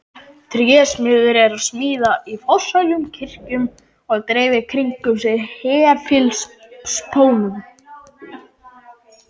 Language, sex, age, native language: Icelandic, male, 18-19, Icelandic